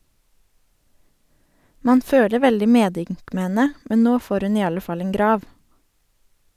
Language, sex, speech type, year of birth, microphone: Norwegian, female, read, 1987, Sennheiser